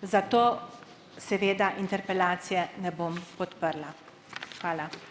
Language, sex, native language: Slovenian, female, Slovenian